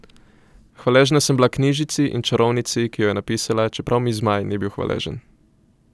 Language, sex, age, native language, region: Slovenian, male, 18-29, Slovenian, Coastal Karst region